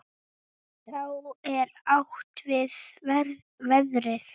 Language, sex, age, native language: Icelandic, female, 7, Icelandic